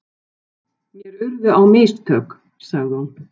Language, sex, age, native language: Icelandic, male, 12, Icelandic